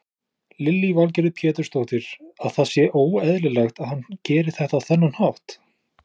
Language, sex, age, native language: Icelandic, male, 20-29, Icelandic